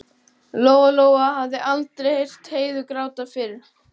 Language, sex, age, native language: Icelandic, male, 12, Icelandic